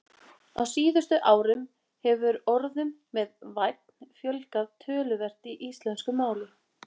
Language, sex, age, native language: Icelandic, female, 20-29, Icelandic